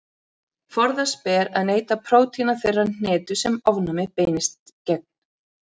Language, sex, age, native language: Icelandic, female, 30-39, Icelandic